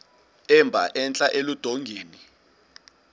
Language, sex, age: Xhosa, male, 20